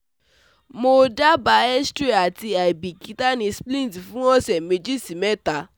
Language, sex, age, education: Yoruba, female, 15-29, tertiary